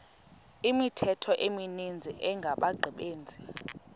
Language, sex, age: Xhosa, female, 31